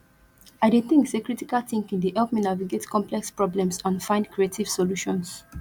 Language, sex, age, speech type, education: Nigerian Pidgin, female, 15-29, spontaneous, tertiary